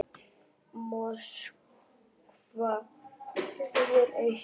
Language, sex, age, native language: Icelandic, female, 9, Icelandic